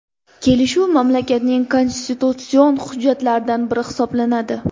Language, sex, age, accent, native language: Uzbek, female, 18-24, Andijon, Uzbek